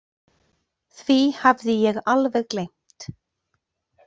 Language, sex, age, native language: Icelandic, female, 40-49, Icelandic